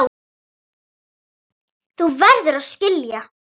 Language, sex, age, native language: Icelandic, female, 8, Icelandic